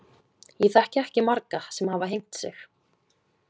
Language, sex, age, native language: Icelandic, female, 20-29, Icelandic